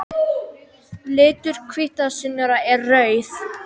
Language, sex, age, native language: Icelandic, female, 18-19, Icelandic